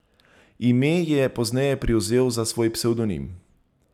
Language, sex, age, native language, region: Slovenian, male, 30-49, Slovenian, Zasavska region